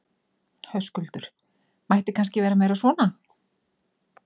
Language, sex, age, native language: Icelandic, female, 40-49, Icelandic